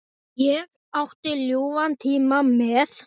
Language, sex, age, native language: Icelandic, male, 8, Icelandic